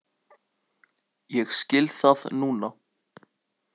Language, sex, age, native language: Icelandic, male, 18-19, Icelandic